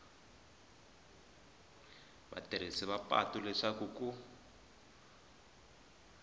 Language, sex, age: Tsonga, male, 20